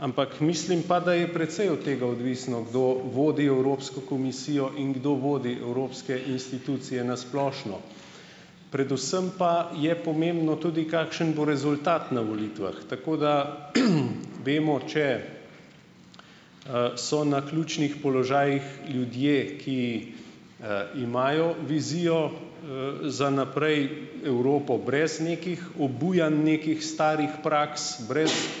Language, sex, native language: Slovenian, male, Slovenian